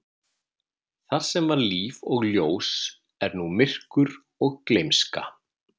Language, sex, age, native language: Icelandic, male, 50-59, Icelandic